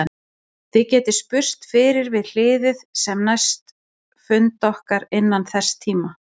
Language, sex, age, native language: Icelandic, female, 40-49, Icelandic